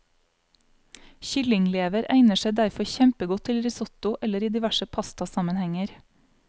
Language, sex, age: Norwegian, female, 35